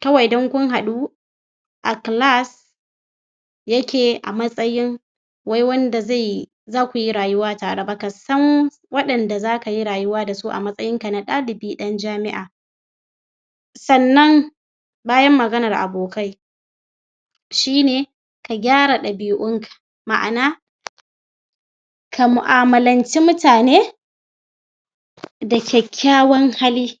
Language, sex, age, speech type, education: Hausa, female, 46-60, spontaneous, tertiary